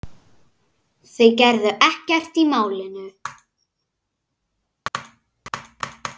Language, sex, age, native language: Icelandic, male, 9, Icelandic